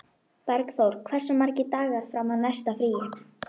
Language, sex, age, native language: Icelandic, female, 12, Icelandic